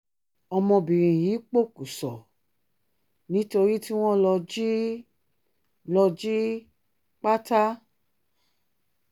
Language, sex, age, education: Yoruba, female, 30-45, tertiary